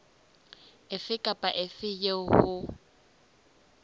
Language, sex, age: Southern Sotho, female, 20